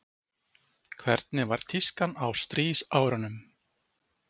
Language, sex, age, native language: Icelandic, male, 40-49, Icelandic